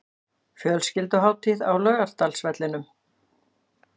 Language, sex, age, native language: Icelandic, female, 40-49, Icelandic